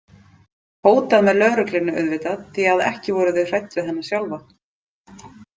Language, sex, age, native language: Icelandic, female, 30-39, Icelandic